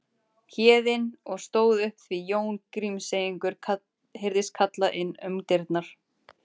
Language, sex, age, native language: Icelandic, female, 30-39, Icelandic